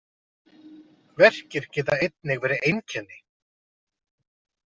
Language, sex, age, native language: Icelandic, male, 30-39, Icelandic